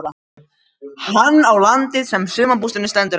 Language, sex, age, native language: Icelandic, male, 13, Icelandic